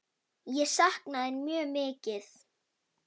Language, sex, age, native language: Icelandic, female, 9, Icelandic